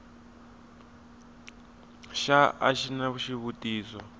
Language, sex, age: Tsonga, male, 21